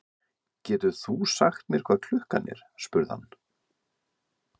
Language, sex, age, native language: Icelandic, male, 50-59, Icelandic